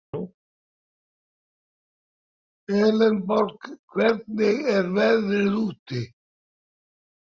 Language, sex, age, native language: Icelandic, male, 80-89, Icelandic